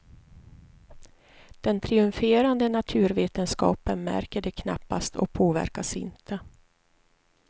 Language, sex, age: Swedish, female, 43